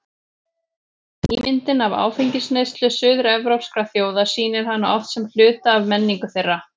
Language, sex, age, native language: Icelandic, female, 40-49, Icelandic